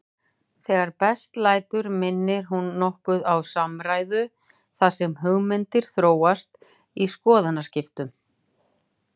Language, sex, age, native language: Icelandic, female, 40-49, Icelandic